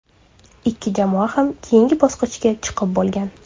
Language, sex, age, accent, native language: Uzbek, female, 25-34, Surxondaryo, Uzbek